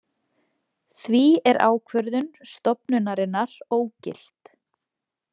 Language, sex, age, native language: Icelandic, female, 20-29, Icelandic